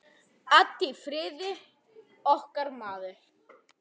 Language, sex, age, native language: Icelandic, female, 10, Icelandic